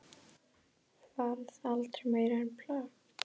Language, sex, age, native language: Icelandic, female, 10, Icelandic